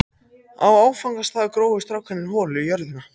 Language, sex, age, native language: Icelandic, other, 14, Icelandic